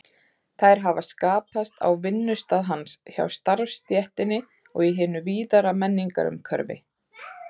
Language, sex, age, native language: Icelandic, female, 30-39, Icelandic